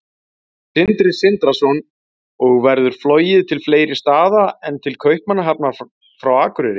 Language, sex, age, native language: Icelandic, male, 40-49, Icelandic